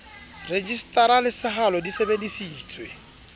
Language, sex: Southern Sotho, male